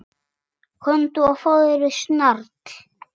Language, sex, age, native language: Icelandic, male, 6, Icelandic